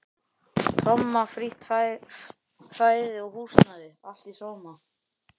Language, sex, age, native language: Icelandic, male, 11, Icelandic